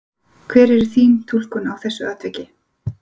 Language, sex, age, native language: Icelandic, female, 40-49, Icelandic